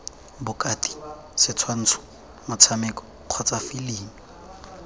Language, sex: Tswana, male